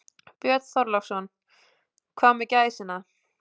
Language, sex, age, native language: Icelandic, female, 20-29, Icelandic